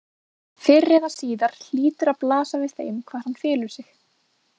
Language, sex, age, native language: Icelandic, female, 20-29, Icelandic